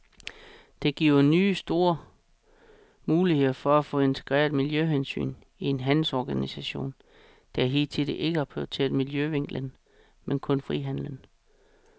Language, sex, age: Danish, male, 36